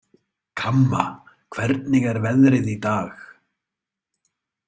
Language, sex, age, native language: Icelandic, male, 30-39, Icelandic